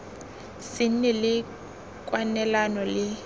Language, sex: Tswana, female